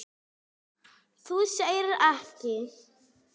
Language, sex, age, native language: Icelandic, male, 9, Icelandic